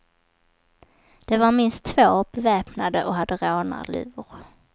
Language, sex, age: Swedish, female, 27